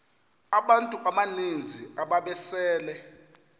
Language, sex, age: Xhosa, male, 33